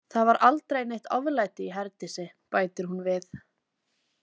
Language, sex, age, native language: Icelandic, female, 20-29, Icelandic